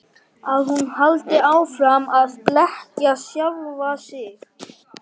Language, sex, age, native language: Icelandic, male, 11, Icelandic